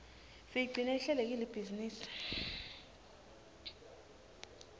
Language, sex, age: Swati, female, 20